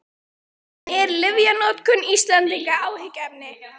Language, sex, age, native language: Icelandic, female, 13, Icelandic